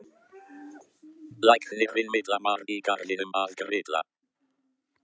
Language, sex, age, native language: Icelandic, male, 13, Icelandic